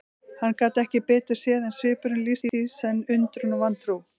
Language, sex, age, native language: Icelandic, female, 40-49, Icelandic